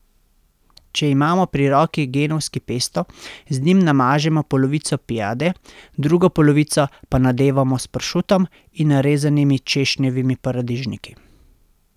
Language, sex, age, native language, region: Slovenian, male, 30-49, Slovenian, Central Slovenia